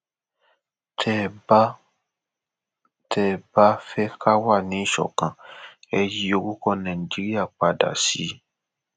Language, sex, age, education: Yoruba, male, 15-29, tertiary